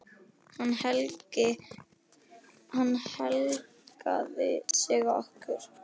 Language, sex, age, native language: Icelandic, male, 9, Icelandic